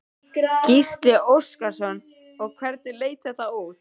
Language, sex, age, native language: Icelandic, female, 13, Icelandic